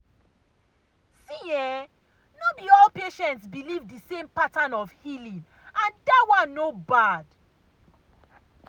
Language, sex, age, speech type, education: Nigerian Pidgin, female, 30-45, spontaneous, tertiary